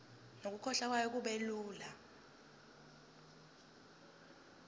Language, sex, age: Zulu, female, 22